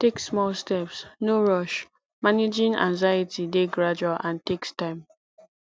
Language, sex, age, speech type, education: Nigerian Pidgin, female, 15-29, spontaneous, tertiary